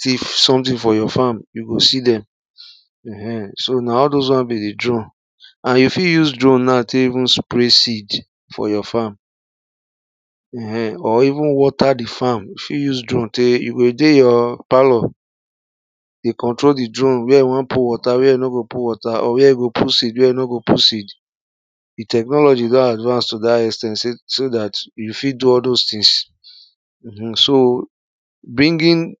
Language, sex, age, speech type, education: Nigerian Pidgin, male, 30-45, spontaneous, primary